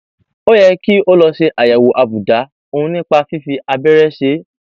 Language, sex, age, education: Yoruba, male, 15-29, tertiary